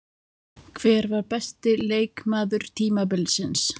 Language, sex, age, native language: Icelandic, female, 30-39, Icelandic